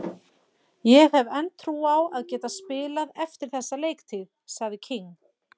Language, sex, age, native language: Icelandic, female, 40-49, Icelandic